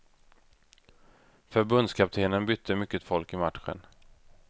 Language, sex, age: Swedish, male, 32